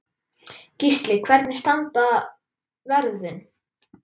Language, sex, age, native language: Icelandic, male, 10, Icelandic